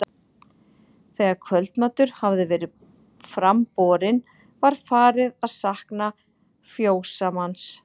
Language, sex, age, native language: Icelandic, female, 40-49, Icelandic